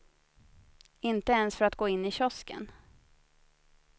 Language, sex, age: Swedish, female, 30